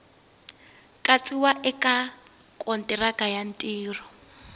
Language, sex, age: Tsonga, female, 20